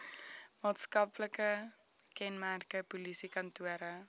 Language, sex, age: Afrikaans, female, 18